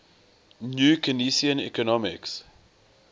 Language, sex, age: English, male, 20